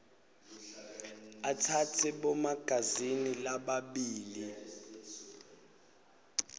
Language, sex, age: Swati, male, 19